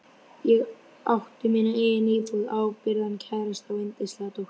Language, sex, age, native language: Icelandic, female, 12, Icelandic